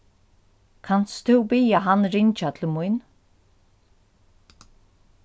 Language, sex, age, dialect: Faroese, female, 36-60, Norðurstreymoy/Eysturoy